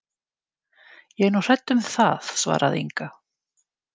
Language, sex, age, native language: Icelandic, female, 50-59, Icelandic